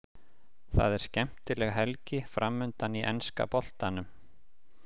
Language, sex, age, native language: Icelandic, male, 50-59, Icelandic